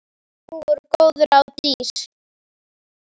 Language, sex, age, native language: Icelandic, female, 10, Icelandic